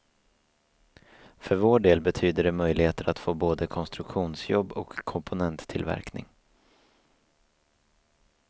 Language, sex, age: Swedish, male, 24